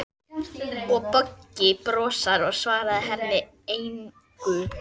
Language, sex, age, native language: Icelandic, female, 11, Icelandic